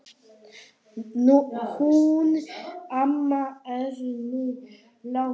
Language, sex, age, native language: Icelandic, male, 9, Polish